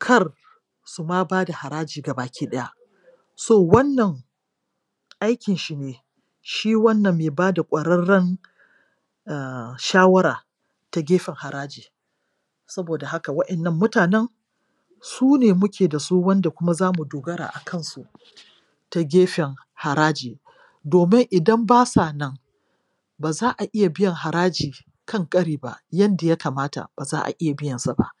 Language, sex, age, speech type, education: Hausa, female, 46-60, spontaneous, tertiary